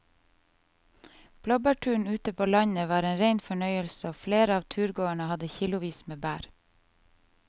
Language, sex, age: Norwegian, female, 30